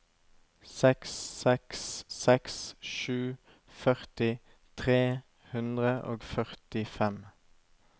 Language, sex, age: Norwegian, male, 25